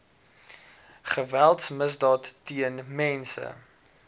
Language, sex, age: Afrikaans, male, 19